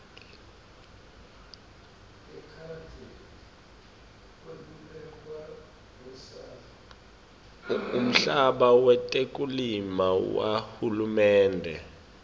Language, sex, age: Swati, male, 24